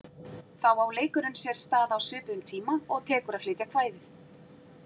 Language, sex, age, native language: Icelandic, female, 40-49, Icelandic